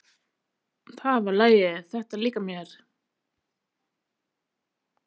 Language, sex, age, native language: Icelandic, female, 30-39, Icelandic